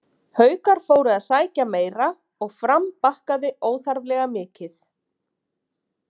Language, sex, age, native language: Icelandic, female, 30-39, Icelandic